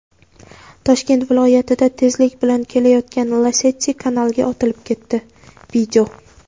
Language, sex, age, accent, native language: Uzbek, female, 18-24, Navoiy, Uzbek